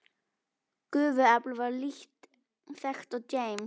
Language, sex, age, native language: Icelandic, female, 12, Icelandic